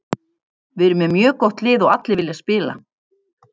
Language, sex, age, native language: Icelandic, female, 50-59, Icelandic